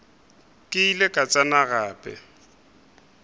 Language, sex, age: Northern Sotho, male, 23